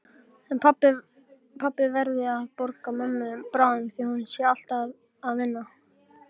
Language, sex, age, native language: Icelandic, male, 18-19, Icelandic